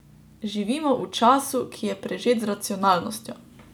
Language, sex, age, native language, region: Slovenian, female, 18-29, Slovenian, Drava region